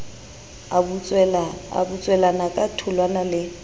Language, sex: Southern Sotho, female